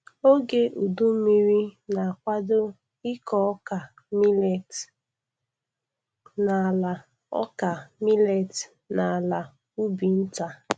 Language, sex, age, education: Igbo, female, 15-29, tertiary